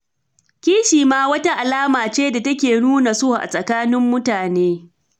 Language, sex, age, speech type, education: Hausa, female, 30-45, read, tertiary